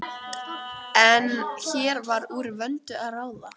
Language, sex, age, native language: Icelandic, female, 12, Icelandic